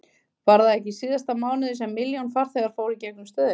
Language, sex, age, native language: Icelandic, female, 50-59, Icelandic